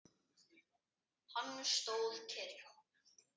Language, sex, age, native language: Icelandic, male, 10, Icelandic